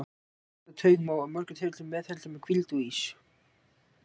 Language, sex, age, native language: Icelandic, male, 18-19, Icelandic